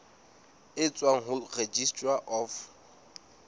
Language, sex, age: Southern Sotho, male, 19